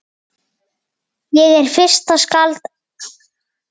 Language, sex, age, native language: Icelandic, female, 8, Icelandic